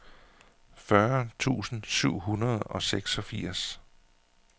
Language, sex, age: Danish, male, 41